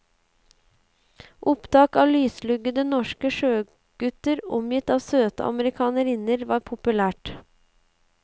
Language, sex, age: Norwegian, female, 35